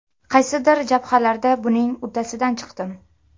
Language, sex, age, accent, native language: Uzbek, female, under 19, Namangan, Uzbek